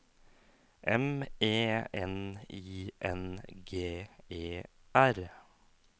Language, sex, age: Norwegian, male, 27